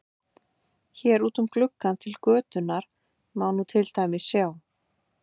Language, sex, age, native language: Icelandic, female, 50-59, Icelandic